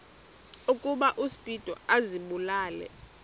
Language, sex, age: Xhosa, female, 20